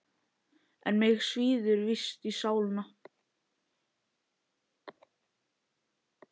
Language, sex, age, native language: Icelandic, other, 11, Icelandic